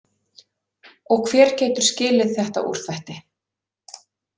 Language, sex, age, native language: Icelandic, female, 40-49, Icelandic